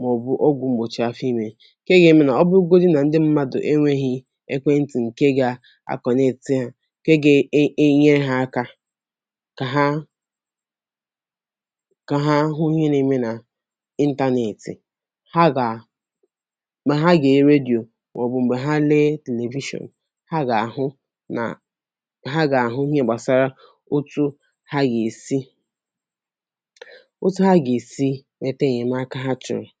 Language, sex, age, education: Igbo, female, 15-29, tertiary